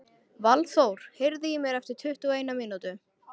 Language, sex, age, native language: Icelandic, female, 13, Icelandic